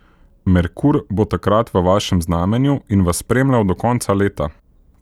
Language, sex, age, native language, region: Slovenian, male, 18-29, Slovenian, Central Slovenia